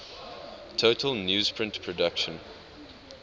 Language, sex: English, male